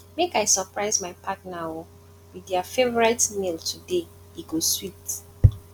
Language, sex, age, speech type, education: Nigerian Pidgin, female, 15-29, spontaneous, tertiary